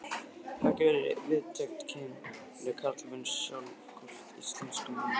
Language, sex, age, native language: Icelandic, male, 20-29, Icelandic